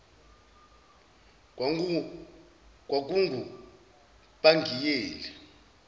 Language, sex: Zulu, male